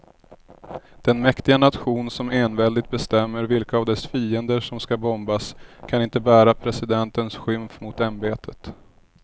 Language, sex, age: Swedish, male, 30